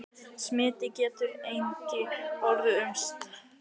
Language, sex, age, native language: Icelandic, male, 18-19, Icelandic